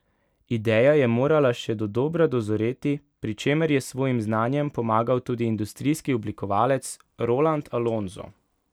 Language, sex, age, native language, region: Slovenian, male, 18-29, Slovenian, Pomurje region